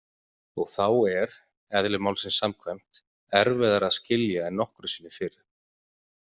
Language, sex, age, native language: Icelandic, male, 40-49, Icelandic